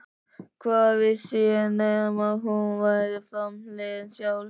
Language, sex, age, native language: Icelandic, male, 13, Icelandic